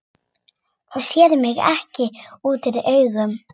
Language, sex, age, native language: Icelandic, female, 8, Icelandic